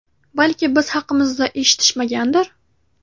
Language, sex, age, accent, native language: Uzbek, female, 12-17, Navoiy, Uzbek